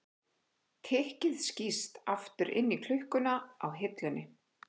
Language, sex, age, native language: Icelandic, female, 11, Icelandic